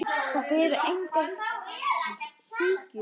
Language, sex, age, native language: Icelandic, male, 9, Icelandic